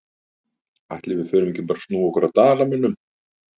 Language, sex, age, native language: Icelandic, male, 50-59, Icelandic